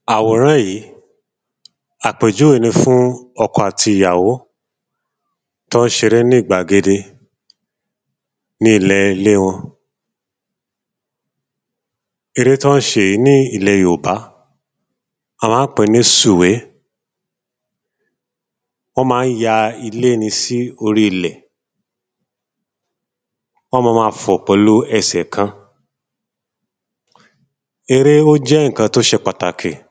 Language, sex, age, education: Yoruba, male, 30-45, tertiary